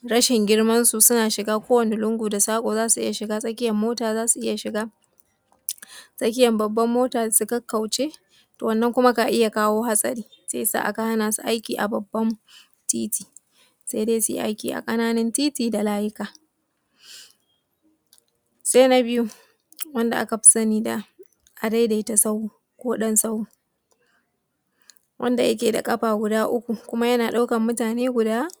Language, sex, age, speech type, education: Hausa, female, 15-29, spontaneous, tertiary